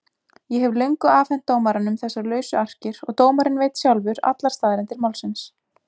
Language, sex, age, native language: Icelandic, female, 20-29, Icelandic